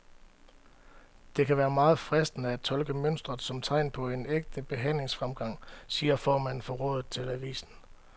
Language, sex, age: Danish, male, 31